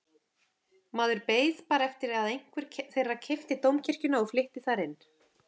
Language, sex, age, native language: Icelandic, female, 30-39, Icelandic